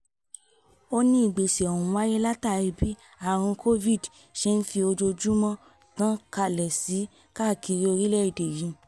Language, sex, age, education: Yoruba, female, 15-29, tertiary